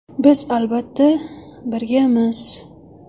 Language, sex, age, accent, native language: Uzbek, female, 25-34, Qashqadaryo, Uzbek